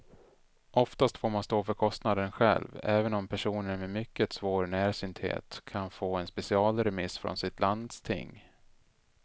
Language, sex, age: Swedish, male, 33